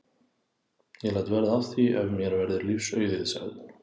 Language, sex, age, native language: Icelandic, male, 30-39, Icelandic